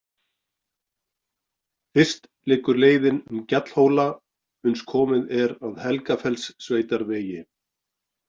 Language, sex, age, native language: Icelandic, male, 40-49, Icelandic